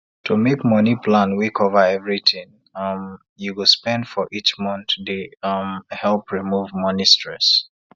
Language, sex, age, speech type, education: Nigerian Pidgin, male, 30-45, spontaneous, tertiary